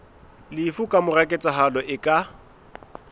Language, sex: Southern Sotho, male